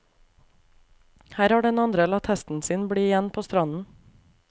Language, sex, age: Norwegian, female, 28